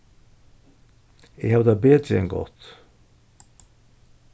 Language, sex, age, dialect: Faroese, male, 61+, Suðurstreymoy